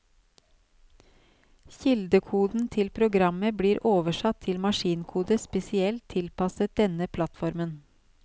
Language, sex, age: Norwegian, female, 37